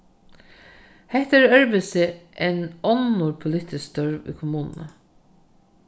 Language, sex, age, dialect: Faroese, female, 36-60, Norðurstreymoy/Eysturoy